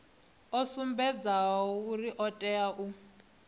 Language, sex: Venda, female